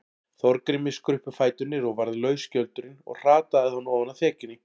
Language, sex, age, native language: Icelandic, male, 40-49, Icelandic